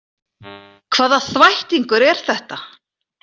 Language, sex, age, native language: Icelandic, female, 40-49, Icelandic